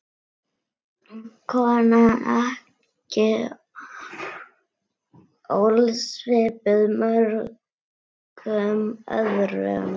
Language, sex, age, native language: Icelandic, female, 9, Icelandic